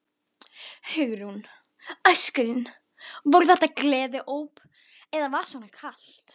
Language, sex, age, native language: Icelandic, female, 12, Icelandic